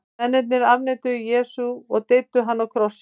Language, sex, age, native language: Icelandic, female, 50-59, Icelandic